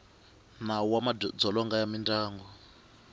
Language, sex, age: Tsonga, male, 25